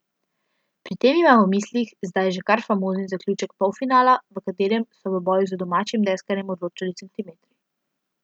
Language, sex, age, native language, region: Slovenian, female, 12-17, Slovenian, Central Slovenia